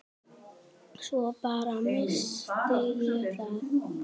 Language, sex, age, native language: Icelandic, male, 10, Icelandic